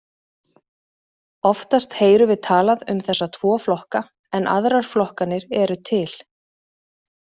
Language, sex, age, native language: Icelandic, female, 40-49, Icelandic